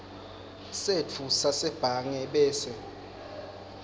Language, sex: Swati, male